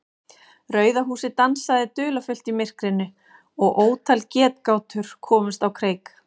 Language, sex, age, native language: Icelandic, female, 40-49, Icelandic